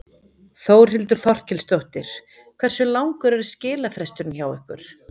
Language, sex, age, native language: Icelandic, female, 50-59, Icelandic